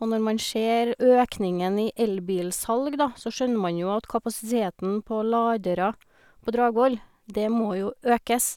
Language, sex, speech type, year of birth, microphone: Norwegian, female, spontaneous, 1971, Sennheiser